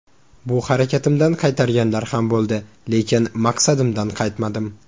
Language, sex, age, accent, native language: Uzbek, male, 18-24, Toshkent shahri, Uzbek